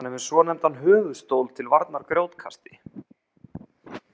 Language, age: Icelandic, 30-39